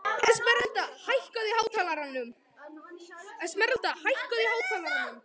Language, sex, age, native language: Icelandic, male, 11, Icelandic